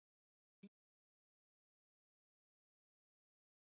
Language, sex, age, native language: Icelandic, male, 30-39, Icelandic